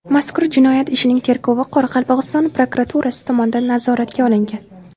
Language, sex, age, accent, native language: Uzbek, female, 18-24, Namangan, Uzbek